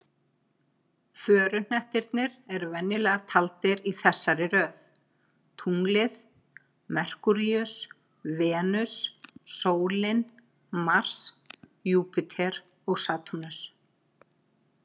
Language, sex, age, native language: Icelandic, female, 50-59, Icelandic